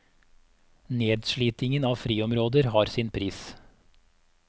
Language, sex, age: Norwegian, male, 34